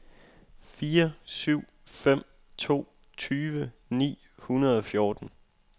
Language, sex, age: Danish, male, 25